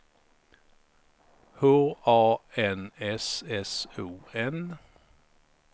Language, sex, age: Swedish, male, 53